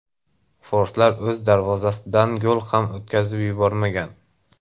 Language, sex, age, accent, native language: Uzbek, male, 18-24, Andijon, Uzbek